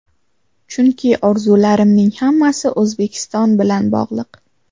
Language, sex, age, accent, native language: Uzbek, female, 12-17, Samarqand, Uzbek